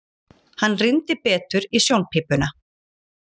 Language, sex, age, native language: Icelandic, female, 40-49, Icelandic